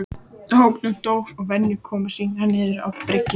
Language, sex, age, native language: Icelandic, female, 14, Icelandic